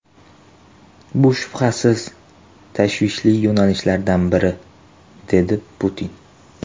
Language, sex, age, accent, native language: Uzbek, male, 18-24, Toshkent shahri, Uzbek